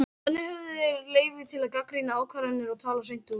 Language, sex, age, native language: Icelandic, female, 18-19, Icelandic